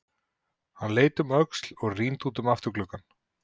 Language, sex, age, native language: Icelandic, male, 40-49, Icelandic